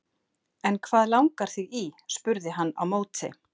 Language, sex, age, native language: Icelandic, female, 50-59, Icelandic